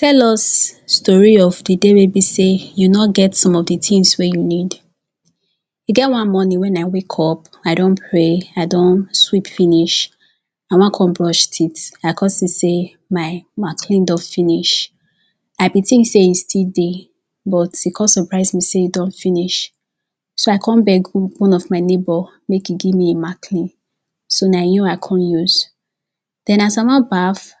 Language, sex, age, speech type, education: Nigerian Pidgin, female, 15-29, spontaneous, tertiary